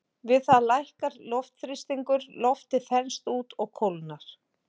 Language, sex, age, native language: Icelandic, female, 40-49, Icelandic